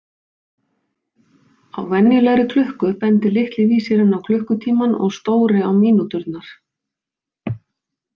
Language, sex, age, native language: Icelandic, female, 50-59, Icelandic